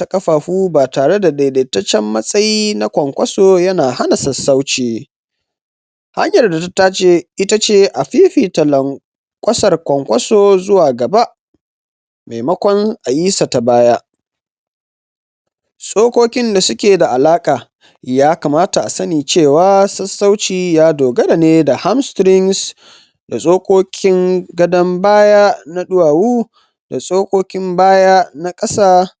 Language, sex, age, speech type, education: Hausa, male, 15-29, spontaneous, tertiary